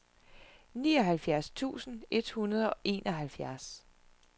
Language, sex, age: Danish, female, 41